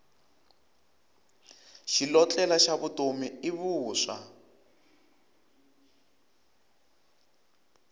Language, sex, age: Tsonga, male, 23